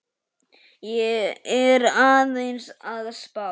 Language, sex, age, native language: Icelandic, male, 10, Icelandic